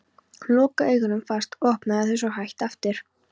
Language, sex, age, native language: Icelandic, female, 13, Polish